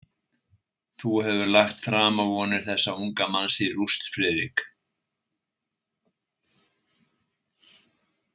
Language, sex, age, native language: Icelandic, male, 60-69, Icelandic